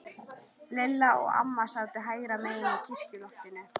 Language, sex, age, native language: Icelandic, female, 13, Icelandic